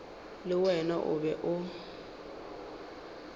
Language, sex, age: Northern Sotho, female, 29